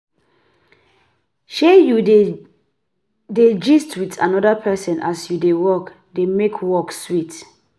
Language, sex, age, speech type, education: Nigerian Pidgin, female, 30-45, spontaneous, tertiary